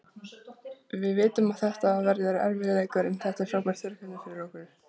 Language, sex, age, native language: Icelandic, female, 20-29, Icelandic